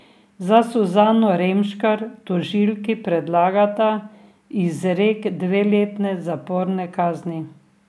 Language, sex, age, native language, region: Slovenian, female, 60+, Slovenian, Drava region